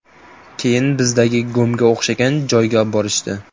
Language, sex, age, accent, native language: Uzbek, male, 18-24, Samarqand, Uzbek